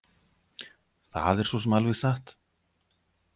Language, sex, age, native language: Icelandic, male, 50-59, Icelandic